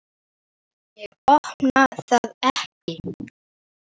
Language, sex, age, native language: Icelandic, male, 8, Icelandic